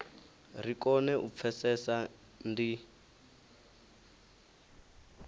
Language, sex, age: Venda, male, 19